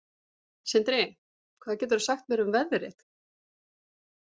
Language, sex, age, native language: Icelandic, female, 40-49, Icelandic